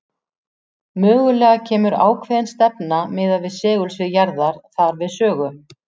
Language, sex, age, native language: Icelandic, female, 40-49, Icelandic